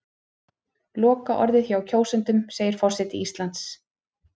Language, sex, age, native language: Icelandic, female, 30-39, Icelandic